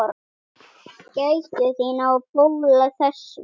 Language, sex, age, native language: Icelandic, female, 10, Icelandic